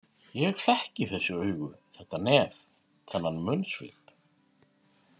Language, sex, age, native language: Icelandic, male, 50-59, Icelandic